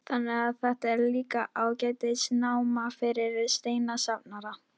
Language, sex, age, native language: Icelandic, female, 13, Icelandic